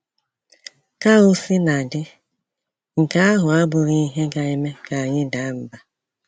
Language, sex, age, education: Igbo, male, 15-29, tertiary